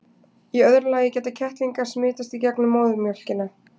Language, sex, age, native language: Icelandic, female, 20-29, Icelandic